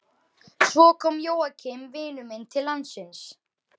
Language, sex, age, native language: Icelandic, male, 11, Icelandic